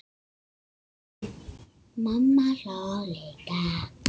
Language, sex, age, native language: Icelandic, female, 6, Icelandic